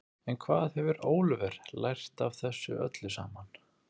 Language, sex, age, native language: Icelandic, male, 30-39, Icelandic